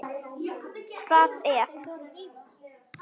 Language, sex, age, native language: Icelandic, female, 9, Icelandic